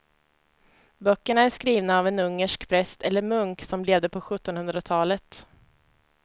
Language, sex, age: Swedish, female, 25